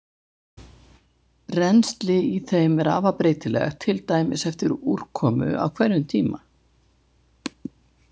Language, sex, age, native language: Icelandic, female, 70-79, Icelandic